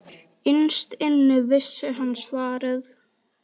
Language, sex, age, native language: Icelandic, female, 9, Icelandic